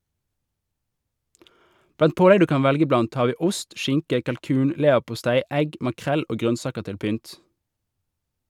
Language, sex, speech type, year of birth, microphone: Norwegian, male, read, 1988, Shure